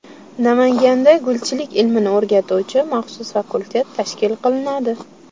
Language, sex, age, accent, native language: Uzbek, female, 18-24, Qashqadaryo, Uzbek